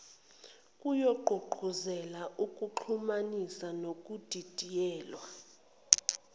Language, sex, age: Zulu, female, 29